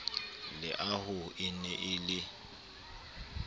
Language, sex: Southern Sotho, male